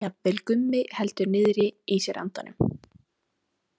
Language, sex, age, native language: Icelandic, female, 18-19, Icelandic